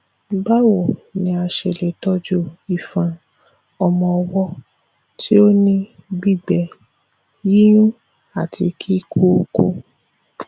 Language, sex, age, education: Yoruba, female, 15-29, tertiary